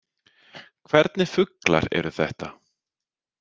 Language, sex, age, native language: Icelandic, male, 30-39, Icelandic